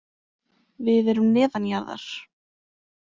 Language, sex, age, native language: Icelandic, female, 20-29, Icelandic